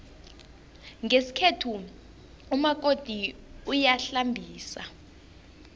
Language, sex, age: South Ndebele, female, 21